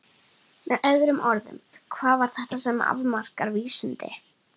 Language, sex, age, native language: Icelandic, female, 11, Icelandic